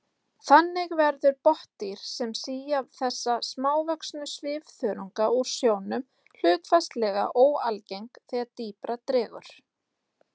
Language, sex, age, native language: Icelandic, female, 30-39, Icelandic